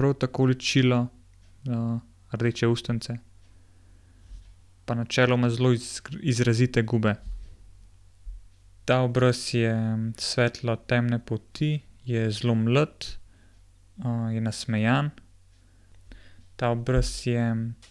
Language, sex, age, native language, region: Slovenian, male, 18-29, Slovenian, Gorenjska region